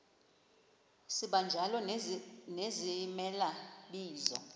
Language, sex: Xhosa, female